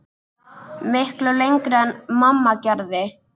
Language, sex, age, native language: Icelandic, male, 10, Icelandic